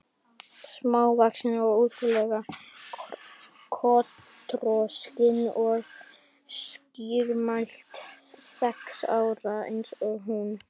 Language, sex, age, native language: Icelandic, other, 60-69, Icelandic